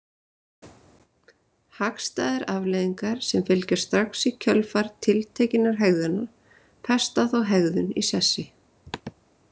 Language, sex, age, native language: Icelandic, female, 30-39, Icelandic